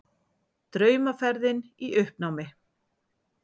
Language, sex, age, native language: Icelandic, female, 40-49, Icelandic